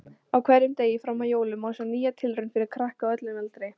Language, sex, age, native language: Icelandic, female, 18-19, Icelandic